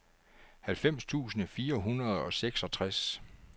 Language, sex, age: Danish, male, 49